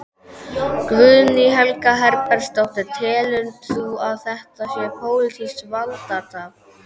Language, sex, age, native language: Icelandic, male, 12, Icelandic